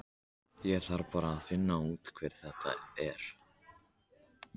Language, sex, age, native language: Icelandic, male, 13, Icelandic